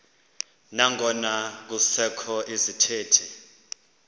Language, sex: Xhosa, male